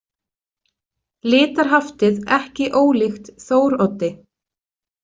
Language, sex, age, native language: Icelandic, female, 20-29, Icelandic